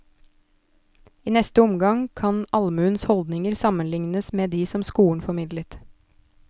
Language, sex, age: Norwegian, female, 29